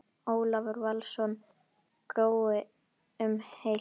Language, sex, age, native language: Icelandic, female, 10, Icelandic